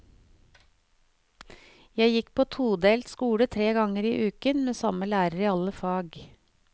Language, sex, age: Norwegian, female, 49